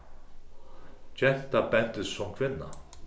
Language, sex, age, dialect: Faroese, male, 36-60, Suðurstreymoy